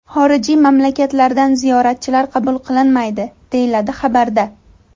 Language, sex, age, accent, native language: Uzbek, female, 18-24, Andijon, Uzbek